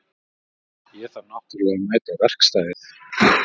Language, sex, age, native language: Icelandic, male, 40-49, Icelandic